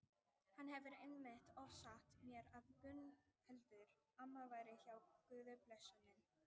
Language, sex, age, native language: Icelandic, female, 18-19, Icelandic